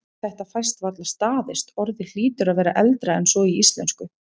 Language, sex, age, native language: Icelandic, female, 30-39, Icelandic